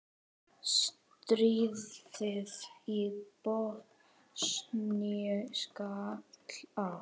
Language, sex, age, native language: Icelandic, female, 10, Icelandic